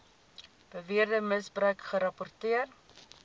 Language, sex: Afrikaans, female